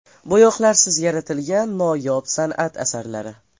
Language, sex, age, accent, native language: Uzbek, male, 12-17, Farg'ona, Uzbek